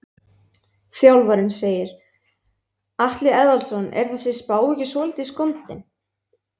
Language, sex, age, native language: Icelandic, female, 20-29, Icelandic